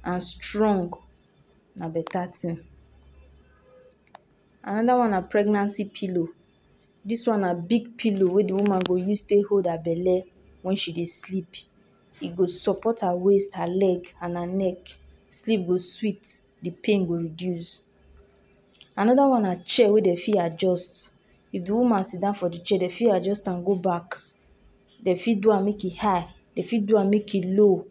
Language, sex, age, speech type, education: Nigerian Pidgin, female, 46-60, spontaneous, tertiary